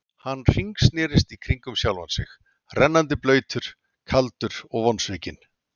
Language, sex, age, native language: Icelandic, male, 40-49, Icelandic